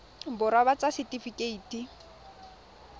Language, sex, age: Tswana, female, 21